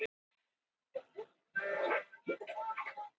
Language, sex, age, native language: Icelandic, female, 18-19, Icelandic